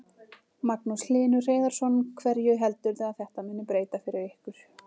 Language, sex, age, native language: Icelandic, female, 40-49, Icelandic